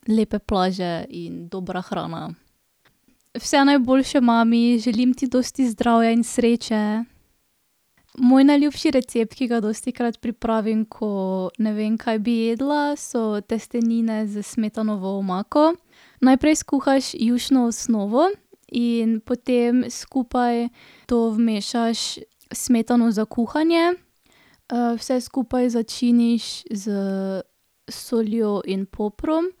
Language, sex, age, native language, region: Slovenian, female, 18-29, Slovenian, Drava region